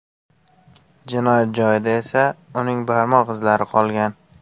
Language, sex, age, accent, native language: Uzbek, male, 18-24, Surxondaryo, Uzbek